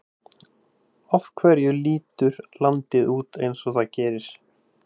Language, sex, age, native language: Icelandic, male, 18-19, Icelandic